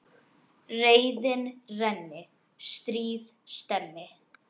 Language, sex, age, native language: Icelandic, other, 10, Icelandic